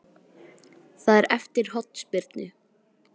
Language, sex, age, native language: Icelandic, female, 18-19, Icelandic